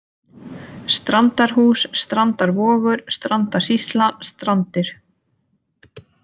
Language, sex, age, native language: Icelandic, female, 20-29, Icelandic